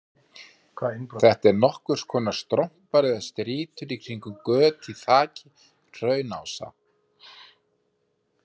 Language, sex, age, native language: Icelandic, male, 50-59, Icelandic